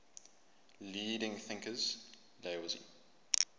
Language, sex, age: English, male, 24